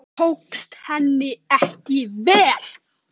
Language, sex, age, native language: Icelandic, male, 18-19, Icelandic